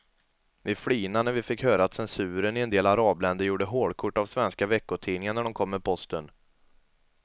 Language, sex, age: Swedish, male, 22